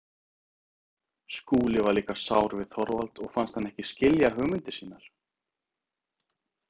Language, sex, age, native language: Icelandic, male, 30-39, Icelandic